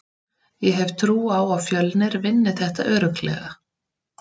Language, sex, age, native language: Icelandic, female, 30-39, Icelandic